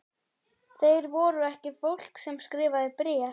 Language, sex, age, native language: Icelandic, female, 11, Icelandic